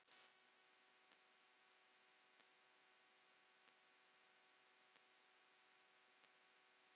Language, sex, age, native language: Icelandic, female, 9, Icelandic